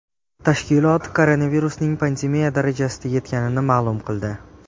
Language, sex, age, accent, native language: Uzbek, male, 18-24, Jizzax, Uzbek